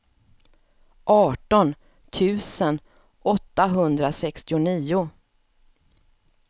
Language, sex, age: Swedish, female, 54